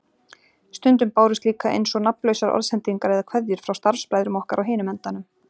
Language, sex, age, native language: Icelandic, female, 40-49, Icelandic